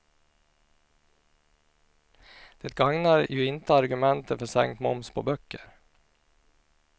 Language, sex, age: Swedish, male, 49